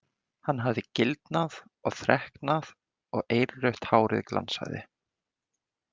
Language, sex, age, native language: Icelandic, male, 20-29, Icelandic